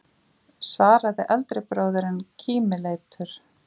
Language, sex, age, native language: Icelandic, female, 40-49, Icelandic